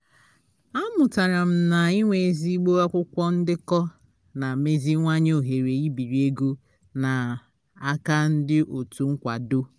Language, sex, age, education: Igbo, female, 30-45, tertiary